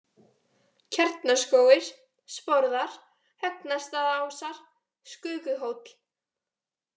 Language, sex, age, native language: Icelandic, female, 18-19, Icelandic